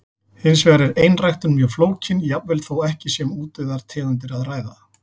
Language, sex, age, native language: Icelandic, male, 40-49, Icelandic